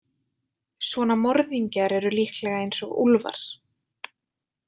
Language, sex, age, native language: Icelandic, female, 20-29, Icelandic